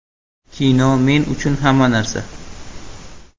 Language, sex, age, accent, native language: Uzbek, male, 18-24, Buxoro, Uzbek